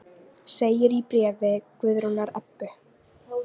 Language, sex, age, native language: Icelandic, female, 18-19, Icelandic